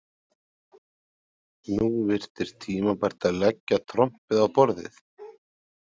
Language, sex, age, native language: Icelandic, male, 30-39, Icelandic